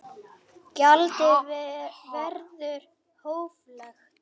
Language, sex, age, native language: Icelandic, female, 40-49, Icelandic